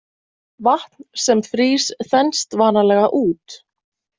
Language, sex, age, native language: Icelandic, female, 20-29, Icelandic